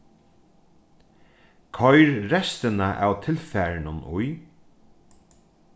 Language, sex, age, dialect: Faroese, male, 36-60, Norðurstreymoy/Eysturoy